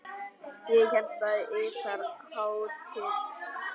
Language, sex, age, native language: Icelandic, female, 10, Icelandic